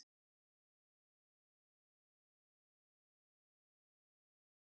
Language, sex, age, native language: Icelandic, female, 30-39, Icelandic